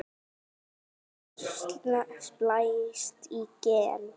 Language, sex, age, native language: Icelandic, female, 8, Icelandic